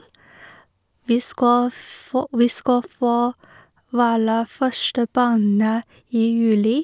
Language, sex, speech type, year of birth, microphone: Norwegian, female, spontaneous, 1986, Sennheiser